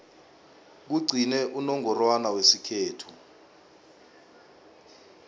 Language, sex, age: South Ndebele, male, 24